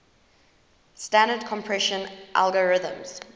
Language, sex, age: English, female, 19